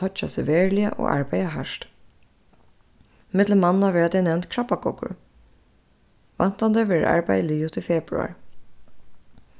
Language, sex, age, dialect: Faroese, female, 15-35, Suðurstreymoy